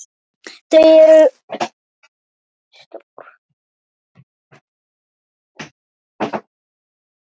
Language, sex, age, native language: Icelandic, male, 7, Icelandic